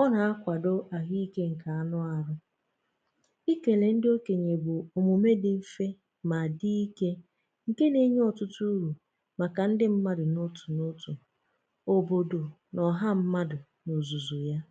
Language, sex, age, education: Igbo, female, 15-29, tertiary